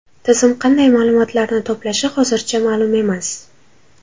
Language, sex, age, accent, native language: Uzbek, female, 12-17, Toshkent shahri, Uzbek